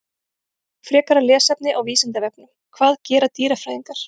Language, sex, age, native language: Icelandic, female, 30-39, Icelandic